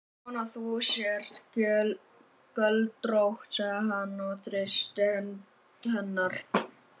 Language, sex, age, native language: Icelandic, female, 50-59, Icelandic